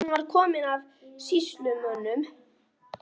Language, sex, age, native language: Icelandic, male, 18-19, Icelandic